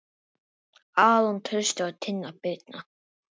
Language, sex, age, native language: Icelandic, female, 7, Icelandic